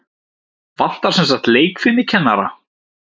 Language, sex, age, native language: Icelandic, male, 17, Icelandic